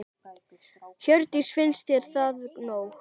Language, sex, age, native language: Icelandic, female, 10, Icelandic